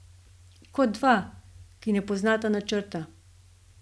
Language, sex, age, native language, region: Slovenian, female, 50-59, Slovenian, Gorenjska region